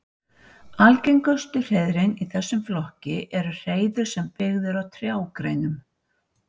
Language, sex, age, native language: Icelandic, female, 60-69, Icelandic